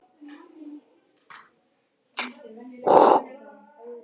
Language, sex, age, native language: Icelandic, male, 20-29, Icelandic